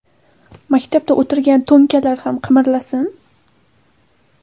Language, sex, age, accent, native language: Uzbek, female, 18-24, Samarqand, Uzbek